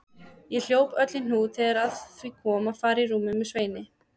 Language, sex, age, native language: Icelandic, female, 20-29, Icelandic